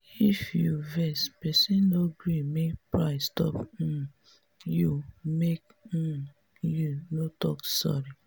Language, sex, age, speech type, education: Nigerian Pidgin, female, 30-45, spontaneous, tertiary